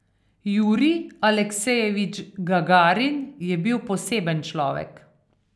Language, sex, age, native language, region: Slovenian, female, 50-59, Slovenian, Carinthia region